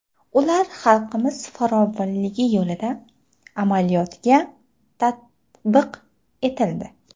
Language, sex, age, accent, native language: Uzbek, female, 25-34, Toshkent shahri, Uzbek